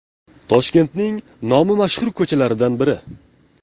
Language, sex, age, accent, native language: Uzbek, male, 18-24, Jizzax, Uzbek